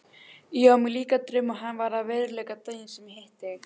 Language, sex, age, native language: Icelandic, female, 16, Icelandic